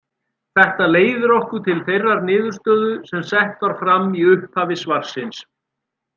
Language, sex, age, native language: Icelandic, male, 40-49, Icelandic